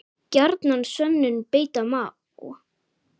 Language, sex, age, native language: Icelandic, male, 10, Icelandic